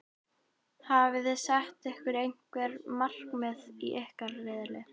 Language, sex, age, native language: Icelandic, female, 11, Icelandic